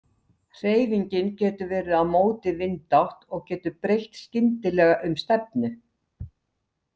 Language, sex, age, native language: Icelandic, female, 60-69, Icelandic